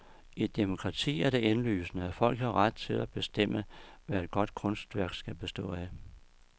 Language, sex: Danish, male